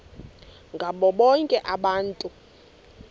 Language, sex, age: Xhosa, female, 20